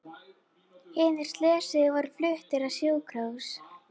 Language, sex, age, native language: Icelandic, female, 40-49, Icelandic